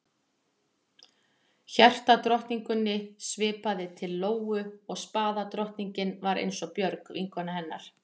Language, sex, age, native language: Icelandic, female, 40-49, Icelandic